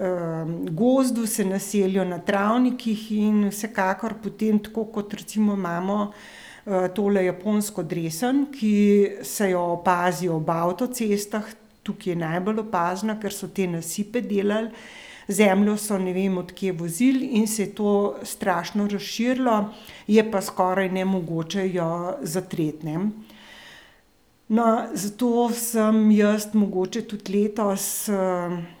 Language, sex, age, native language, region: Slovenian, female, 60+, Slovenian, Central Slovenia